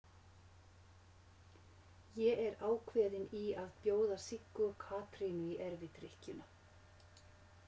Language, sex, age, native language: Icelandic, female, 50-59, Finnish